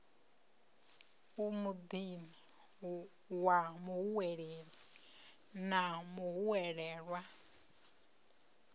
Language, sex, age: Venda, female, 30